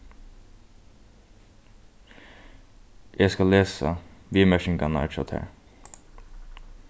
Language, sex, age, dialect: Faroese, male, 15-35, Norðurstreymoy/Eysturoy